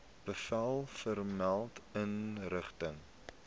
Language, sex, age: Afrikaans, male, 18